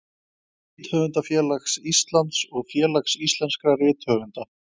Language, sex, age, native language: Icelandic, male, 20-29, Icelandic